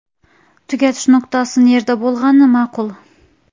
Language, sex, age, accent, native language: Uzbek, female, 18-24, Xorazm, Uzbek